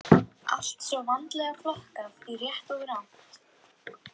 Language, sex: Icelandic, other